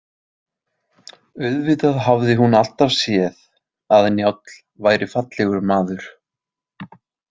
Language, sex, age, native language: Icelandic, male, 20-29, Icelandic